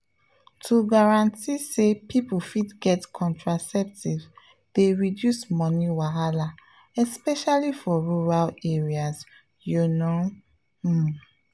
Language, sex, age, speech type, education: Nigerian Pidgin, female, 15-29, spontaneous, tertiary